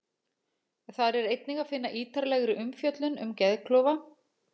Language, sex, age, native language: Icelandic, female, 40-49, Icelandic